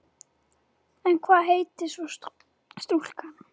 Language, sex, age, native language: Icelandic, female, 10, Icelandic